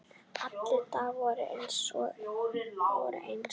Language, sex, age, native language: Icelandic, female, 9, Icelandic